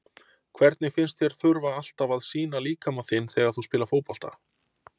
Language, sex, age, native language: Icelandic, male, 30-39, Icelandic